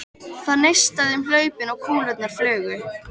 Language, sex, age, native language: Icelandic, female, 13, Icelandic